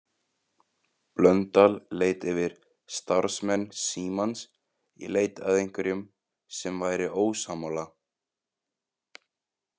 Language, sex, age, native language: Icelandic, male, 20-29, Icelandic